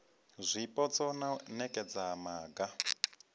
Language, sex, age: Venda, male, 25